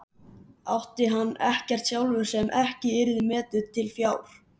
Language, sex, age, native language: Icelandic, male, 11, Icelandic